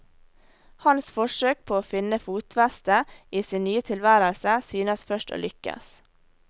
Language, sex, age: Norwegian, female, 18